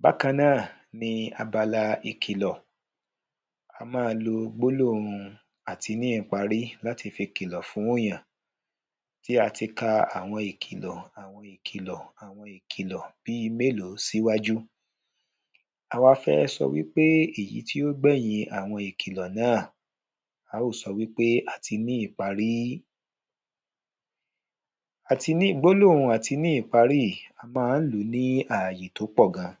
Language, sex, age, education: Yoruba, male, 30-45, primary